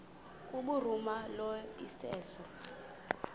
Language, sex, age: Xhosa, female, 26